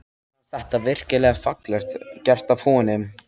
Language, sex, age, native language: Icelandic, male, 13, Icelandic